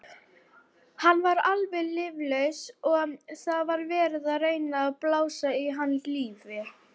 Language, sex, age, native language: Icelandic, female, 40-49, Icelandic